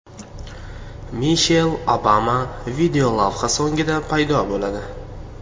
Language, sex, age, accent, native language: Uzbek, male, 18-24, Samarqand, Uzbek